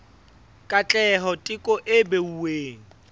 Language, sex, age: Southern Sotho, male, 21